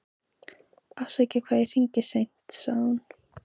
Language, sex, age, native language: Icelandic, female, 15, Icelandic